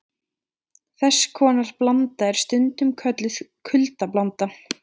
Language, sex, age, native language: Icelandic, female, 20-29, Icelandic